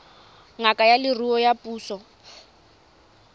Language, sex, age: Tswana, female, 20